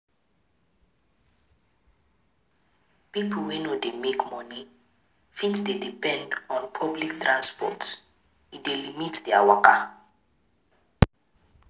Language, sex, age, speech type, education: Nigerian Pidgin, female, 15-29, spontaneous, tertiary